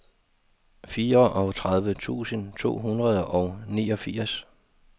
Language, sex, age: Danish, male, 52